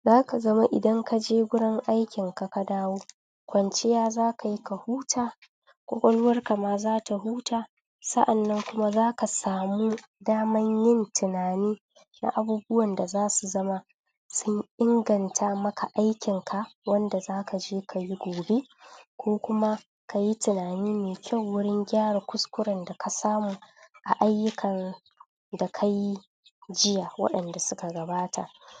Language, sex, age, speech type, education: Hausa, female, 30-45, spontaneous, tertiary